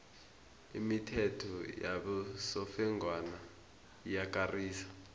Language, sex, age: South Ndebele, male, 20